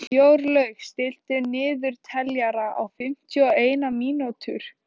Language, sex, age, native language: Icelandic, female, 14, Icelandic